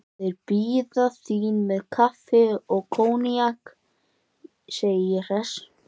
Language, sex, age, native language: Icelandic, male, 11, Icelandic